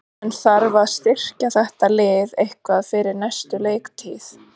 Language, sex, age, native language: Icelandic, female, 30-39, Icelandic